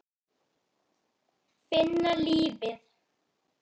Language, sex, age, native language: Icelandic, female, 9, Icelandic